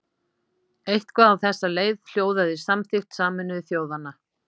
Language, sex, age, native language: Icelandic, female, 50-59, Icelandic